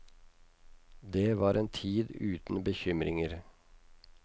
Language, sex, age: Norwegian, male, 56